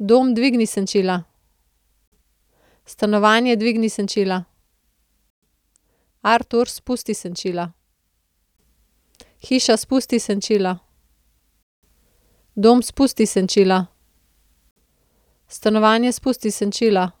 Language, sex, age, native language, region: Slovenian, female, 30-49, Slovenian, Central Slovenia